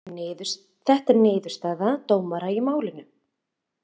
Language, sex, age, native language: Icelandic, female, 30-39, Icelandic